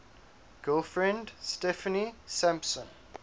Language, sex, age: English, male, 21